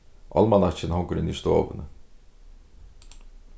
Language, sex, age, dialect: Faroese, male, 36-60, Suðurstreymoy